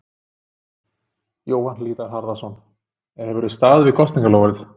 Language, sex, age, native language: Icelandic, male, 30-39, Icelandic